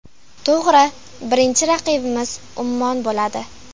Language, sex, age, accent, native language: Uzbek, female, 12-17, Farg'ona, Uzbek